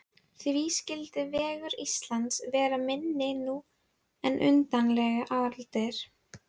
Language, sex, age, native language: Icelandic, female, 12, Icelandic